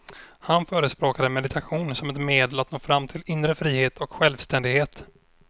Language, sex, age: Swedish, male, 26